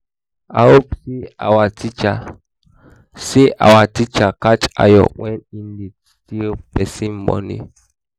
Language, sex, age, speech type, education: Nigerian Pidgin, male, 15-29, spontaneous, tertiary